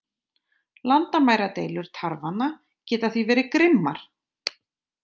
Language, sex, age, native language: Icelandic, female, 30-39, Icelandic